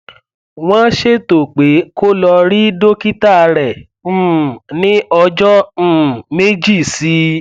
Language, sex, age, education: Yoruba, male, 15-29, tertiary